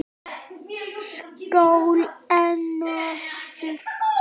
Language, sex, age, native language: Icelandic, male, 9, Icelandic